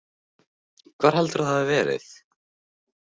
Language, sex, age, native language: Icelandic, male, 15, Icelandic